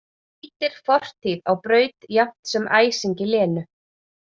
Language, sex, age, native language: Icelandic, female, 30-39, Icelandic